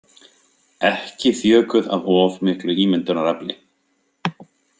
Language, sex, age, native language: Icelandic, male, 50-59, Icelandic